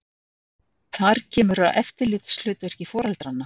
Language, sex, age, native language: Icelandic, female, 60-69, Icelandic